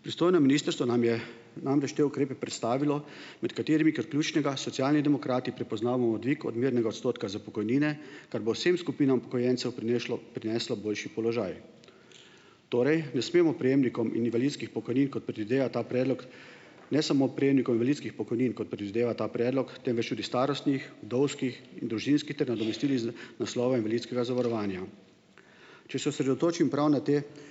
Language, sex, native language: Slovenian, male, Slovenian